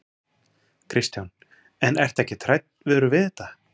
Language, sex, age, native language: Icelandic, male, 40-49, Icelandic